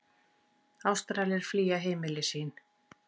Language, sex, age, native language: Icelandic, female, 40-49, Icelandic